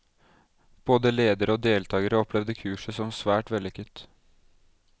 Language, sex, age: Norwegian, male, 20